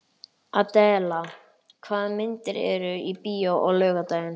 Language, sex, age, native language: Icelandic, male, 11, Icelandic